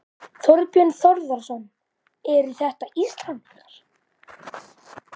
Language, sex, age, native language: Icelandic, male, 12, Icelandic